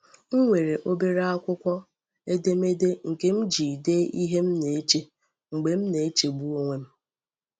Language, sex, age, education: Igbo, female, 30-45, tertiary